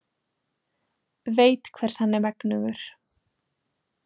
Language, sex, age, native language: Icelandic, female, 20-29, Icelandic